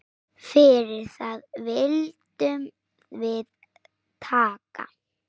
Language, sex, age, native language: Icelandic, female, 9, Icelandic